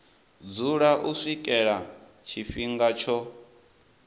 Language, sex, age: Venda, male, 19